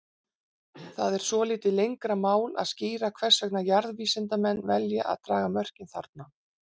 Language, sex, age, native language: Icelandic, female, 40-49, Icelandic